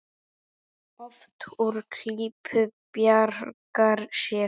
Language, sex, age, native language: Icelandic, female, 9, Icelandic